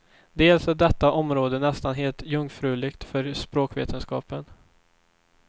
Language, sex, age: Swedish, male, 24